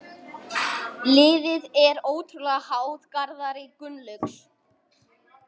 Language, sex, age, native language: Icelandic, male, 18-19, Icelandic